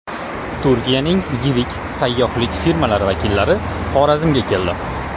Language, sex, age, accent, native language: Uzbek, male, 25-34, Toshkent viloyati, Uzbek